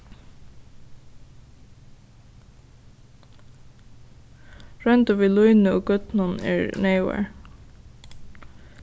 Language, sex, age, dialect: Faroese, female, 15-35, Suðuroy